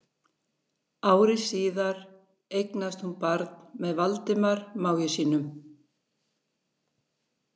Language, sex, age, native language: Icelandic, female, 60-69, Icelandic